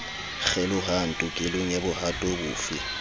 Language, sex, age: Southern Sotho, male, 20